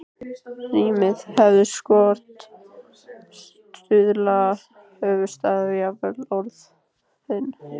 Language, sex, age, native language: Icelandic, female, 15, Icelandic